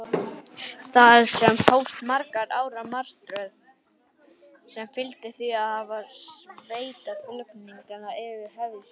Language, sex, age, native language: Icelandic, male, 18-19, Icelandic